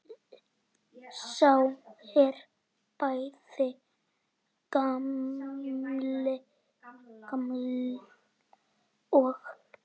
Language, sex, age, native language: Icelandic, male, 9, Icelandic